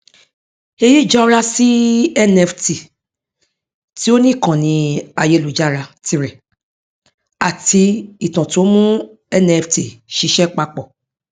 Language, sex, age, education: Yoruba, female, 46-60, tertiary